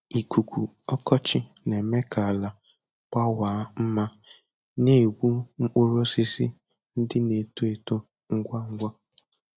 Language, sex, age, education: Igbo, male, 15-29, tertiary